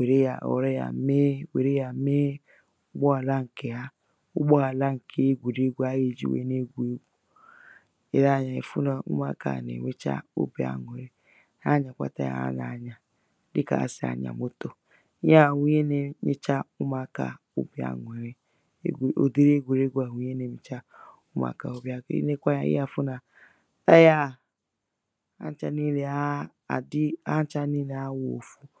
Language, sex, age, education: Igbo, female, 15-29, tertiary